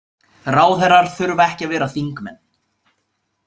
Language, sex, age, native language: Icelandic, male, 20-29, Icelandic